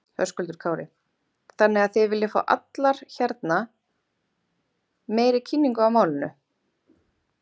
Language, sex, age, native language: Icelandic, female, 30-39, Icelandic